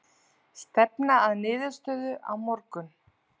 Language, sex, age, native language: Icelandic, female, 40-49, Icelandic